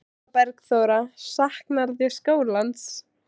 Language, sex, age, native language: Icelandic, female, 16, Icelandic